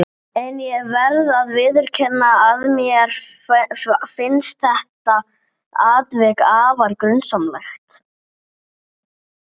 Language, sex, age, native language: Icelandic, male, 8, Icelandic